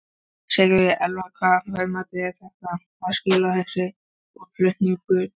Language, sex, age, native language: Icelandic, female, 13, Icelandic